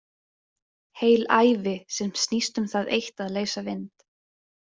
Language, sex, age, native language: Icelandic, female, 20-29, Icelandic